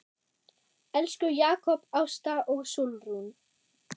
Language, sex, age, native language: Icelandic, female, 10, German